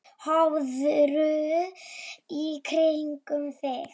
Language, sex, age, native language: Icelandic, female, 7, Polish